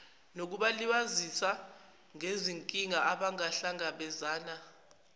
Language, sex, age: Zulu, female, 19